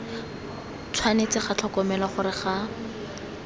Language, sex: Tswana, female